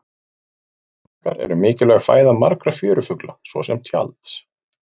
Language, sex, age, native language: Icelandic, male, 40-49, Icelandic